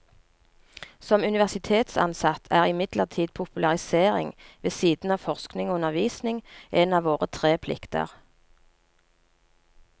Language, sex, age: Norwegian, female, 39